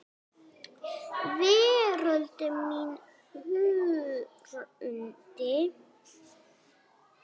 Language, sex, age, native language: Icelandic, female, 9, Icelandic